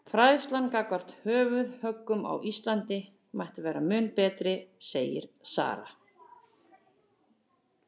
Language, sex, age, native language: Icelandic, female, 40-49, Icelandic